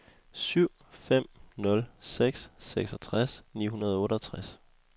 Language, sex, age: Danish, male, 21